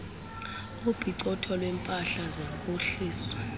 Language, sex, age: Xhosa, female, 31